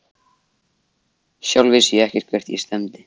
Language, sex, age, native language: Icelandic, male, 14, Icelandic